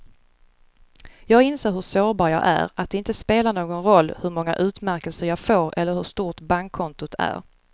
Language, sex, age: Swedish, female, 35